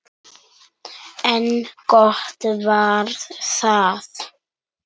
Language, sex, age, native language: Icelandic, male, 9, Icelandic